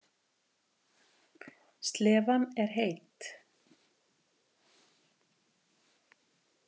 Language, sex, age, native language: Icelandic, female, 50-59, Icelandic